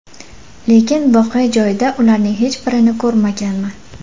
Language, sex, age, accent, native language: Uzbek, female, 18-24, Farg'ona, Uzbek